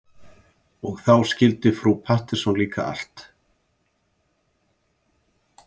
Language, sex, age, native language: Icelandic, male, 70-79, Icelandic